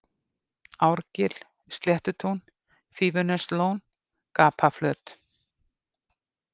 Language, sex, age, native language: Icelandic, female, 50-59, Icelandic